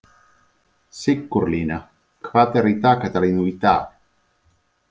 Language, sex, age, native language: Icelandic, male, 30-39, Icelandic